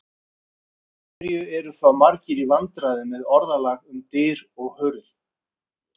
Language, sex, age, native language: Icelandic, male, 50-59, Icelandic